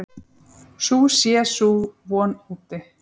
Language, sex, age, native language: Icelandic, female, 40-49, Icelandic